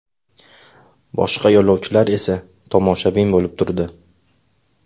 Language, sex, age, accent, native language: Uzbek, male, 25-34, Farg'ona, Uzbek